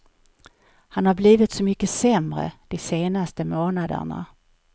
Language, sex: Swedish, female